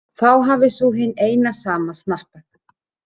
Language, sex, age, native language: Icelandic, female, 40-49, Icelandic